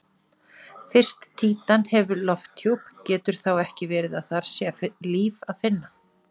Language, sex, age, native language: Icelandic, female, 40-49, Icelandic